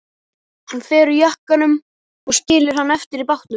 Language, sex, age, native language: Icelandic, male, 12, Icelandic